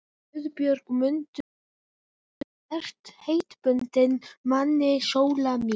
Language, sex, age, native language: Icelandic, male, 11, Icelandic